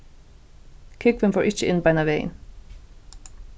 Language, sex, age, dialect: Faroese, female, 15-35, Suðurstreymoy